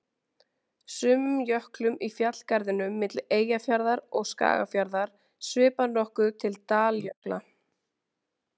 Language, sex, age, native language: Icelandic, female, 20-29, Icelandic